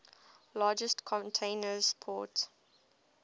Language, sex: English, female